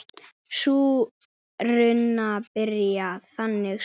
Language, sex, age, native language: Icelandic, male, 9, Icelandic